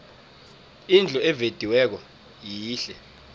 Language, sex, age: South Ndebele, male, 19